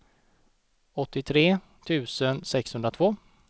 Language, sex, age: Swedish, male, 29